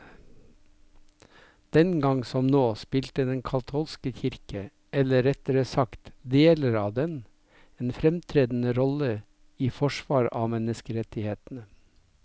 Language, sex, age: Norwegian, male, 57